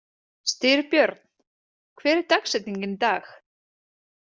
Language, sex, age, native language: Icelandic, female, 30-39, Icelandic